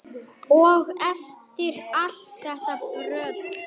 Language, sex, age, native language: Icelandic, male, 9, Icelandic